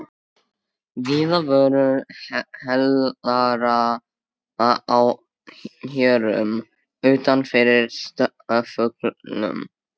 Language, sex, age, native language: Icelandic, male, 13, Icelandic